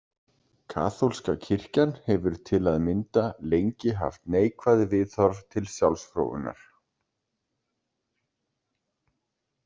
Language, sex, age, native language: Icelandic, male, 30-39, Icelandic